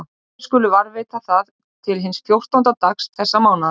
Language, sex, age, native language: Icelandic, male, 30-39, Icelandic